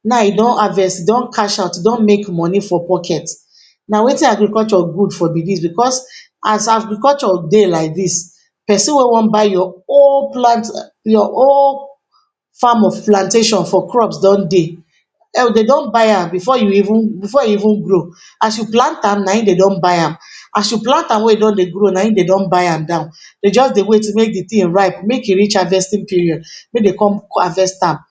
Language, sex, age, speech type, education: Nigerian Pidgin, female, 46-60, spontaneous, tertiary